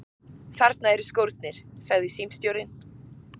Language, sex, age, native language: Icelandic, female, 40-49, Icelandic